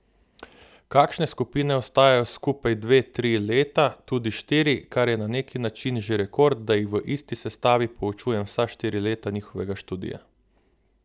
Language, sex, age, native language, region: Slovenian, male, 18-29, Slovenian, Southeast Slovenia